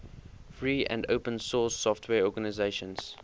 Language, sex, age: English, male, 20